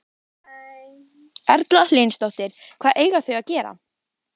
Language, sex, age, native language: Icelandic, female, 12, Icelandic